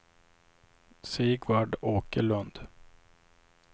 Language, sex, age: Swedish, male, 26